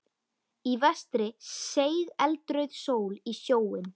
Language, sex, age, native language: Icelandic, female, 13, Icelandic